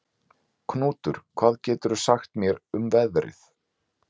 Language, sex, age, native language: Icelandic, male, 40-49, Icelandic